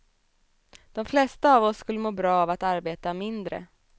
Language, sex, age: Swedish, female, 27